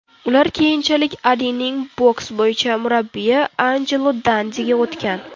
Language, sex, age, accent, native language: Uzbek, female, 18-24, Toshkent shahri, Uzbek